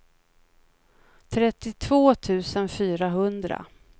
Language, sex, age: Swedish, female, 56